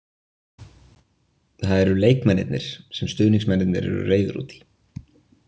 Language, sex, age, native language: Icelandic, male, 20-29, Icelandic